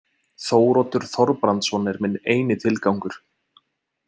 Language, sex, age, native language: Icelandic, male, 20-29, Icelandic